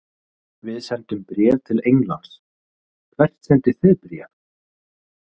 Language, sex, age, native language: Icelandic, male, 30-39, Icelandic